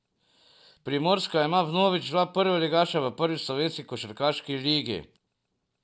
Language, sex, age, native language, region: Slovenian, male, 50-59, Slovenian, Drava region